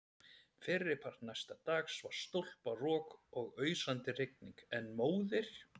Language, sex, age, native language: Icelandic, male, 30-39, Icelandic